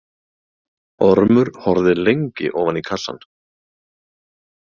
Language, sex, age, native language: Icelandic, male, 30-39, Icelandic